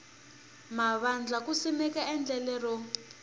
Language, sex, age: Tsonga, female, 21